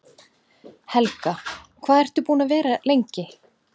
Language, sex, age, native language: Icelandic, female, 30-39, Icelandic